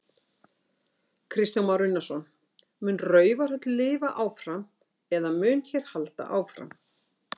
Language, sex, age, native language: Icelandic, female, 60-69, Icelandic